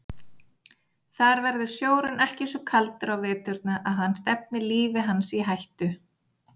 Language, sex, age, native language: Icelandic, female, 40-49, Icelandic